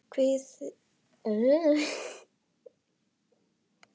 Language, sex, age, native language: Icelandic, female, 10, Icelandic